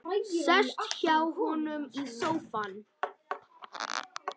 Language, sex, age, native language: Icelandic, male, 10, Icelandic